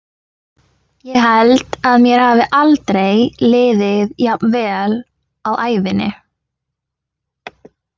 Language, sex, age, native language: Icelandic, female, 20-29, Icelandic